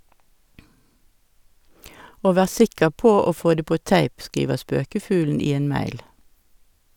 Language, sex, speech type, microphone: Norwegian, female, read, Sennheiser